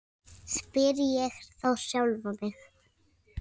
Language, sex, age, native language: Icelandic, female, 6, Icelandic